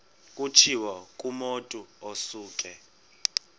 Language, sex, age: Xhosa, male, 31